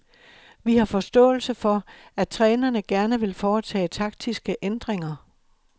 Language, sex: Danish, male